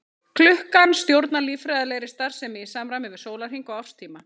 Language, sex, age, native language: Icelandic, female, 30-39, Icelandic